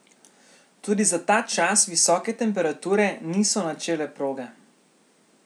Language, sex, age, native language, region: Slovenian, male, 18-29, Slovenian, Central Slovenia